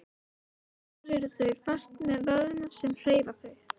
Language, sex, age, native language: Icelandic, female, 13, Icelandic